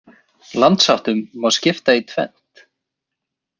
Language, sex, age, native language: Icelandic, male, 20-29, Icelandic